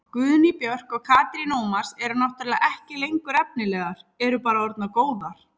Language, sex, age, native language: Icelandic, female, 30-39, Icelandic